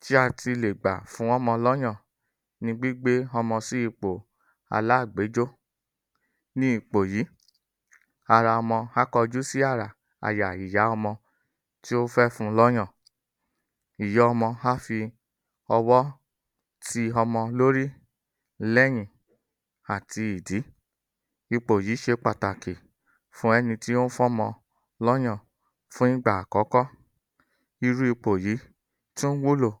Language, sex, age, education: Yoruba, male, 30-45, tertiary